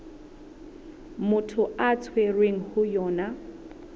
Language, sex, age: Southern Sotho, female, 20